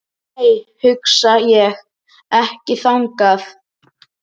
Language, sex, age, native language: Icelandic, male, 10, Icelandic